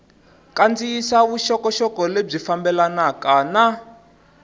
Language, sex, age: Tsonga, male, 20